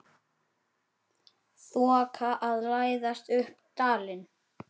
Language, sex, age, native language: Icelandic, male, 9, Icelandic